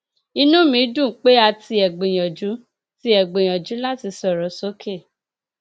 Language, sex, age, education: Yoruba, female, 30-45, tertiary